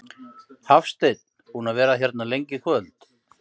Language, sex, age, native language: Icelandic, male, 50-59, Icelandic